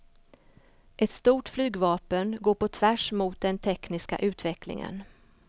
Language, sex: Swedish, female